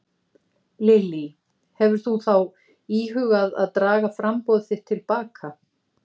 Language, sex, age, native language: Icelandic, female, 50-59, Icelandic